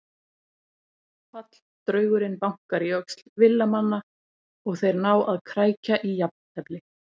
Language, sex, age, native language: Icelandic, female, 30-39, Icelandic